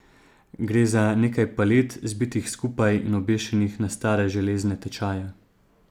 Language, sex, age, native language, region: Slovenian, male, 30-49, Slovenian, Zasavska region